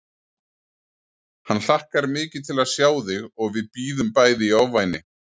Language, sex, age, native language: Icelandic, male, 40-49, Icelandic